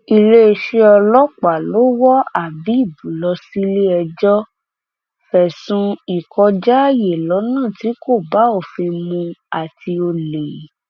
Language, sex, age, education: Yoruba, female, 15-29, tertiary